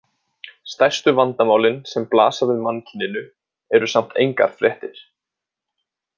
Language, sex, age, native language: Icelandic, male, 20-29, Icelandic